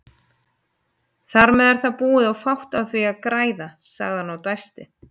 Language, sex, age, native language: Icelandic, female, 30-39, Icelandic